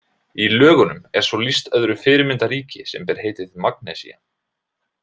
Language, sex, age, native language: Icelandic, male, 20-29, Icelandic